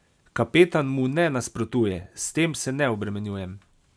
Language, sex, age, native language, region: Slovenian, male, 30-49, Slovenian, Savinja region